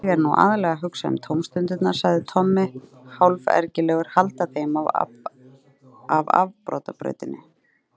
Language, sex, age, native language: Icelandic, female, 30-39, Icelandic